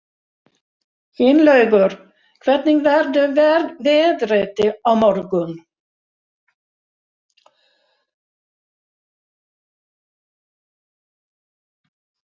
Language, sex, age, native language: Icelandic, female, 60-69, Swedish